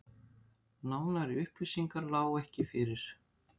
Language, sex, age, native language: Icelandic, female, 60-69, Icelandic